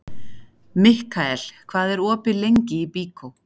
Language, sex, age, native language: Icelandic, female, 40-49, Icelandic